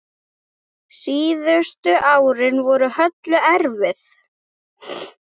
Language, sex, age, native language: Icelandic, female, 8, Icelandic